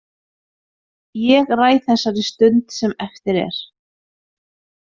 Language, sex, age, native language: Icelandic, female, 30-39, Icelandic